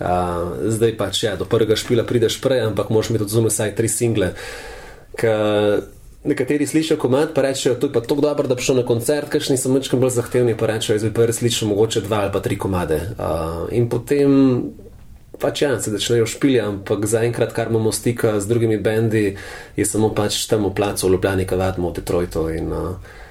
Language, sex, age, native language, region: Slovenian, male, 30-49, Slovenian, Central Slovenia